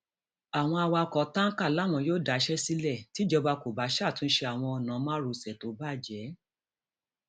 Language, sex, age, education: Yoruba, female, 46-60, tertiary